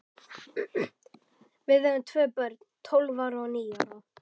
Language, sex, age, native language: Icelandic, male, 11, Icelandic